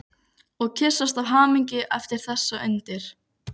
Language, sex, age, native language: Icelandic, female, 15, Icelandic